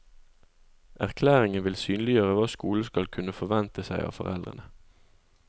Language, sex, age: Norwegian, male, 20